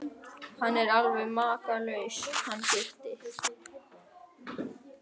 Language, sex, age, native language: Icelandic, male, 11, Icelandic